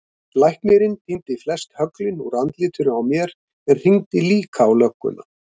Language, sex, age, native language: Icelandic, male, 50-59, Icelandic